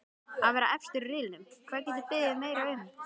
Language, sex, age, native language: Icelandic, male, 12, Icelandic